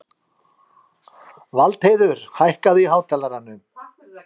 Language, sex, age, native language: Icelandic, other, 50-59, Icelandic